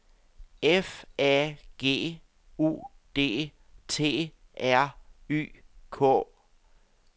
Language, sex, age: Danish, male, 62